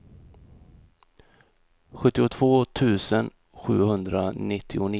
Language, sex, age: Swedish, male, 31